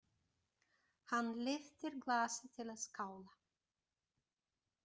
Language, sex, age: Icelandic, female, 50-59